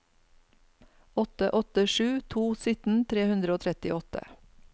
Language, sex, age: Norwegian, female, 49